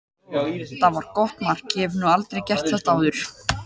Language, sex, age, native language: Icelandic, male, 18-19, Icelandic